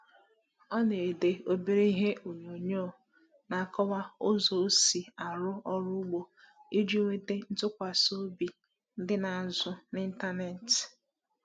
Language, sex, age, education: Igbo, female, 15-29, tertiary